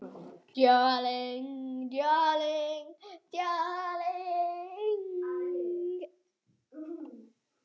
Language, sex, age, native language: Icelandic, male, 6, Icelandic